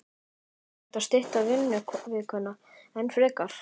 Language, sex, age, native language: Icelandic, male, 11, Icelandic